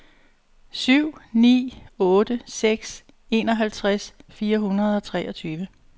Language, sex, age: Danish, female, 62